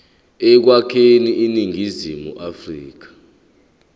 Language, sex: Zulu, male